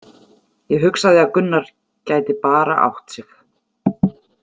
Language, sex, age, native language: Icelandic, female, 40-49, Icelandic